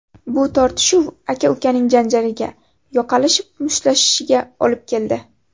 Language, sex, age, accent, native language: Uzbek, female, 12-17, Navoiy, Uzbek